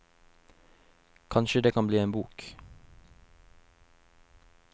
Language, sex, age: Norwegian, male, 21